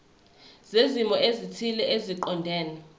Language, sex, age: Zulu, female, 21